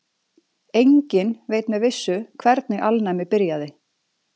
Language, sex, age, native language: Icelandic, female, 40-49, Icelandic